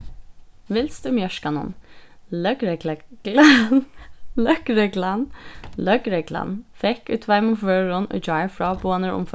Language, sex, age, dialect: Faroese, female, 15-35, Suðurstreymoy